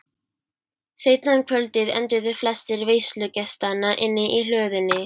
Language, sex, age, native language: Icelandic, female, 12, Icelandic